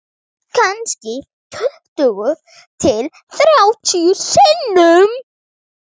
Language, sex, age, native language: Icelandic, male, 9, Icelandic